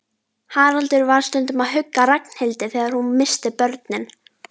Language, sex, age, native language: Icelandic, female, 12, Icelandic